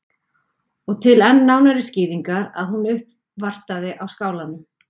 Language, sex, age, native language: Icelandic, female, 40-49, Icelandic